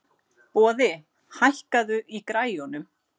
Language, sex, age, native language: Icelandic, female, 40-49, Icelandic